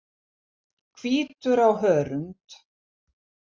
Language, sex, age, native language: Icelandic, female, 70-79, Icelandic